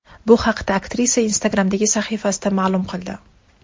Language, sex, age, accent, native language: Uzbek, female, 25-34, Toshkent shahri, Uzbek